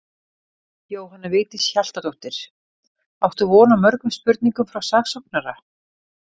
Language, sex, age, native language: Icelandic, female, 50-59, Icelandic